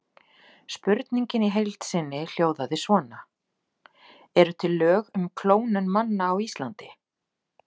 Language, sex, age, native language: Icelandic, female, 40-49, Icelandic